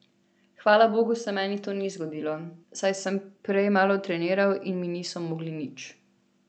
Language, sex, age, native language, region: Slovenian, female, 18-29, Slovenian, Central Slovenia